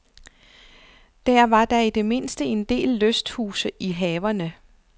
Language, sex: Danish, female